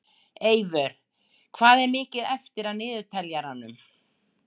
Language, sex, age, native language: Icelandic, female, 60-69, Icelandic